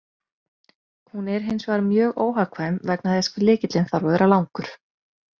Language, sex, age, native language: Icelandic, female, 20-29, Icelandic